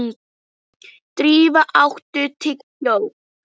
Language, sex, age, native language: Icelandic, female, 11, Icelandic